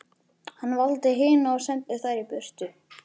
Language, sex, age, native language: Icelandic, male, 11, Icelandic